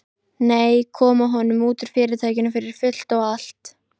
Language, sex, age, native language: Icelandic, female, 14, Icelandic